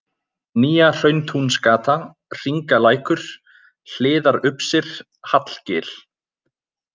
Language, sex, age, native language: Icelandic, male, 20-29, Icelandic